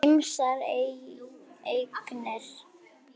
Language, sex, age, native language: Icelandic, female, 9, Icelandic